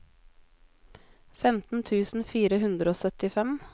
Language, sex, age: Norwegian, female, 20